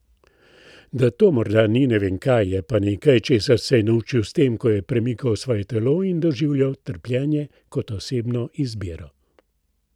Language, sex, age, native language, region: Slovenian, male, 60+, Slovenian, Central Slovenia